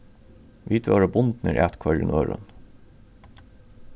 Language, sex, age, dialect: Faroese, male, 36-60, Norðurstreymoy/Eysturoy